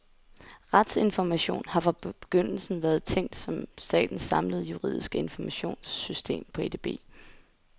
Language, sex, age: Danish, female, 20